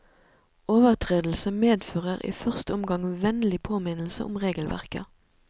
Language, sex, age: Norwegian, female, 37